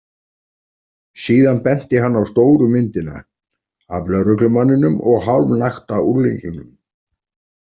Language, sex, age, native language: Icelandic, male, 40-49, Icelandic